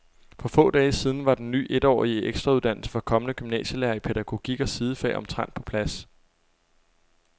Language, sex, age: Danish, male, 23